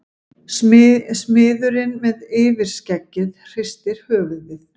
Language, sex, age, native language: Icelandic, female, 50-59, Icelandic